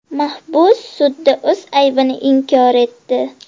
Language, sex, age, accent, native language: Uzbek, female, 12-17, Andijon, Uzbek